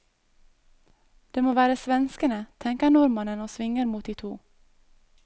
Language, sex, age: Norwegian, female, 22